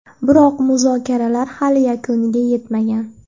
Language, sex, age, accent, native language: Uzbek, female, under 19, Andijon, Uzbek